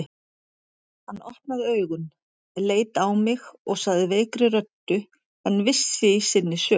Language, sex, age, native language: Icelandic, female, 40-49, Icelandic